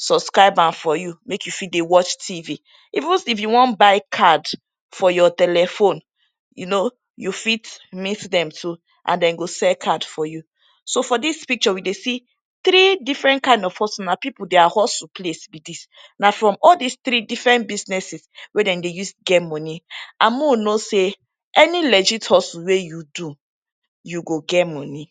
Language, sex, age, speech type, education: Nigerian Pidgin, female, 15-29, spontaneous, tertiary